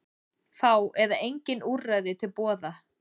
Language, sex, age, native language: Icelandic, female, 40-49, Icelandic